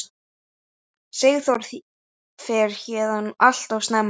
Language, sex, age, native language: Icelandic, male, 8, Icelandic